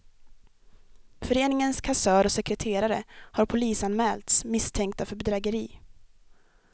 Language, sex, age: Swedish, female, 23